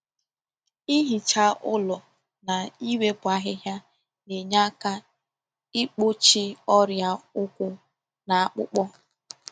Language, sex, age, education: Igbo, female, 15-29, tertiary